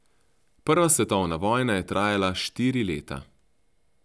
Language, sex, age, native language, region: Slovenian, male, 30-49, Slovenian, Central Slovenia